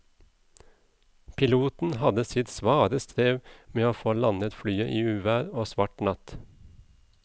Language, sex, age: Norwegian, male, 37